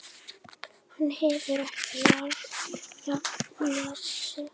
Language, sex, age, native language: Icelandic, female, 9, Icelandic